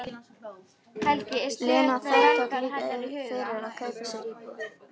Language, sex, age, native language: Icelandic, female, 13, Icelandic